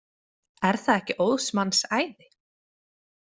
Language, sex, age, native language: Icelandic, female, 30-39, Icelandic